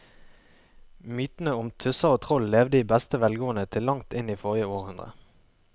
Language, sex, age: Norwegian, male, 23